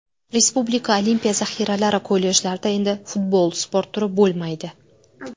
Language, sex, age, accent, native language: Uzbek, female, 19-29, Navoiy, Uzbek